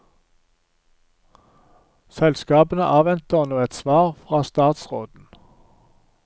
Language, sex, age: Norwegian, male, 47